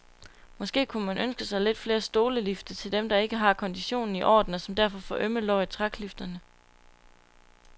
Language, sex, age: Danish, female, 22